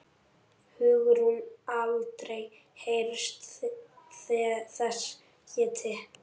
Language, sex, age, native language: Icelandic, male, 8, Icelandic